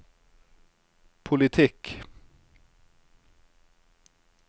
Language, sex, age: Norwegian, male, 36